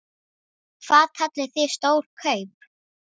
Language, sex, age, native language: Icelandic, female, 10, Icelandic